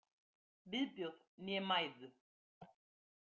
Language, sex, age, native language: Icelandic, female, 50-59, Icelandic